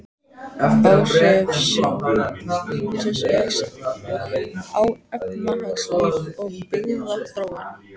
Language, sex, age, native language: Icelandic, female, 14, Icelandic